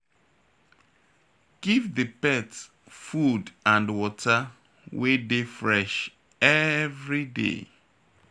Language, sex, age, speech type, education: Nigerian Pidgin, male, 30-45, spontaneous, tertiary